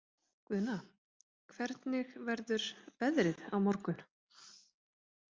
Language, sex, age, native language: Icelandic, female, 30-39, Icelandic